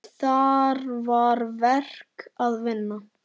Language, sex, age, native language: Icelandic, male, 9, Icelandic